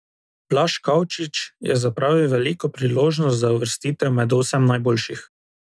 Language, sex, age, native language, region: Slovenian, male, 18-29, Slovenian, Drava region